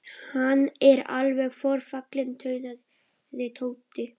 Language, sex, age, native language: Icelandic, male, 12, Polish